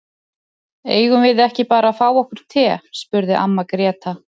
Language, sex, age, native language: Icelandic, male, 30-39, Icelandic